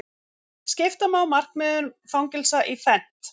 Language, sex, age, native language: Icelandic, female, 40-49, Icelandic